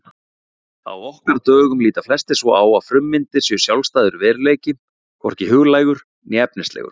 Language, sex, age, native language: Icelandic, male, 40-49, Icelandic